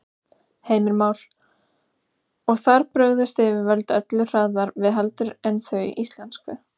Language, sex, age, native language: Icelandic, female, 16, Icelandic